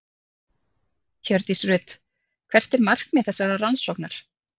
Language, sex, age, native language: Icelandic, female, 30-39, Icelandic